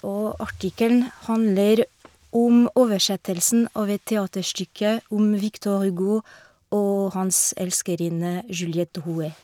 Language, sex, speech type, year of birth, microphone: Norwegian, female, spontaneous, 1971, Shure